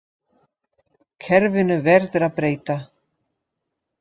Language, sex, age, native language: Icelandic, female, 50-59, Dutch